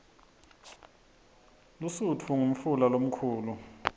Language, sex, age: Swati, male, 26